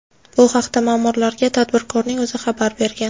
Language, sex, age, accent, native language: Uzbek, female, 18-24, Navoiy, Uzbek